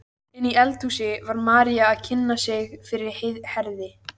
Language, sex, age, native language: Icelandic, female, 14, Icelandic